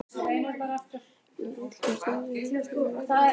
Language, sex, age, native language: Icelandic, male, 12, Icelandic